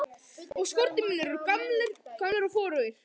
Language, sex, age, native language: Icelandic, male, 11, Icelandic